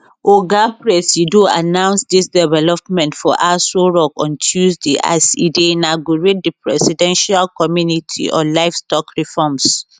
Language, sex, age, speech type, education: Nigerian Pidgin, female, 30-45, spontaneous, tertiary